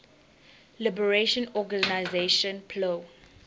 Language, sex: English, female